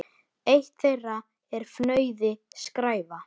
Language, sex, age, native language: Icelandic, male, 9, Icelandic